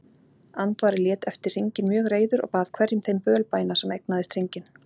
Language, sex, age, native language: Icelandic, female, 40-49, Icelandic